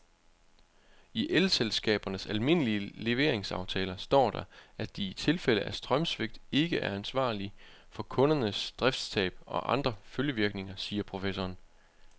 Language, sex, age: Danish, male, 25